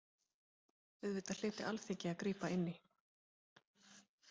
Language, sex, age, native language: Icelandic, female, 30-39, Icelandic